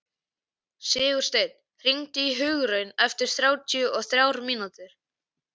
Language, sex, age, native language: Icelandic, male, 11, Icelandic